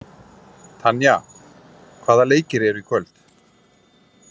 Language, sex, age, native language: Icelandic, male, 40-49, Icelandic